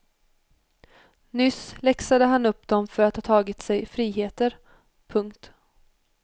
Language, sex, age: Swedish, female, 21